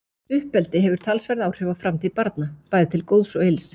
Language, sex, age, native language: Icelandic, female, 40-49, Icelandic